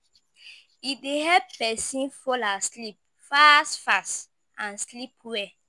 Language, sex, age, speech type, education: Nigerian Pidgin, female, 15-29, spontaneous, tertiary